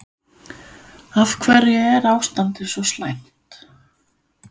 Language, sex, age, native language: Icelandic, female, 50-59, Danish